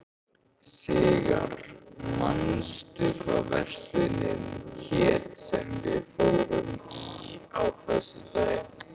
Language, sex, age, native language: Icelandic, male, 15, Icelandic